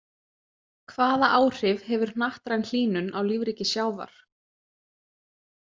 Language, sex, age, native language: Icelandic, female, 20-29, Icelandic